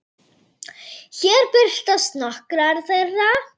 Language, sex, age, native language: Icelandic, female, 9, Icelandic